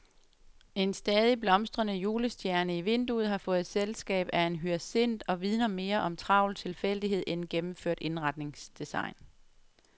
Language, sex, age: Danish, female, 35